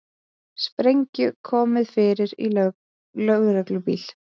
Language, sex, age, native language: Icelandic, female, 20-29, Icelandic